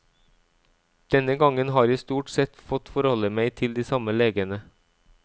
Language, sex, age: Norwegian, male, 37